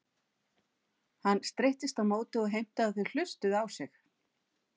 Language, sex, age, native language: Icelandic, female, 50-59, Icelandic